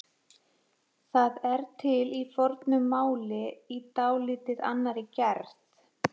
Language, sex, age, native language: Icelandic, female, 40-49, Icelandic